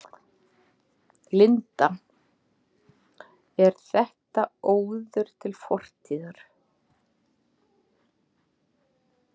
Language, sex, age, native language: Icelandic, female, 50-59, Icelandic